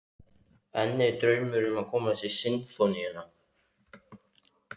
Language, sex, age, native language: Icelandic, male, 15, Icelandic